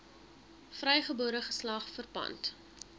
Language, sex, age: Afrikaans, female, 21